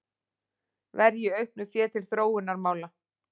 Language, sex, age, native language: Icelandic, female, 40-49, Icelandic